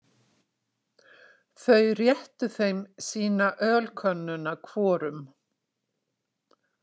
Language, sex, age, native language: Icelandic, female, 60-69, Icelandic